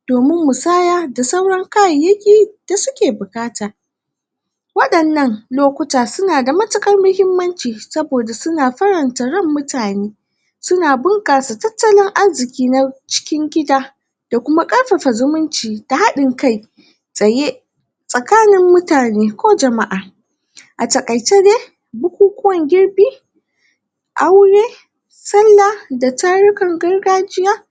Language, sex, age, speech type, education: Hausa, female, 60+, spontaneous, tertiary